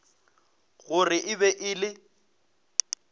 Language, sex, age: Northern Sotho, male, 22